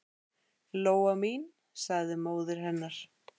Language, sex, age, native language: Icelandic, female, 8, Icelandic